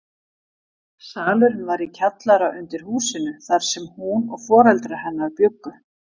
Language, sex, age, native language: Icelandic, female, 50-59, Icelandic